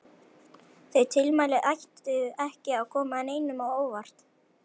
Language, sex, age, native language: Icelandic, male, 11, Icelandic